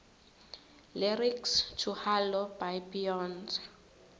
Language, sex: South Ndebele, female